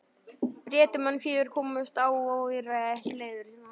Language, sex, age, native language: Icelandic, male, 11, Icelandic